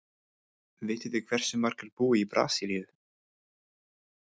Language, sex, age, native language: Icelandic, male, 20-29, English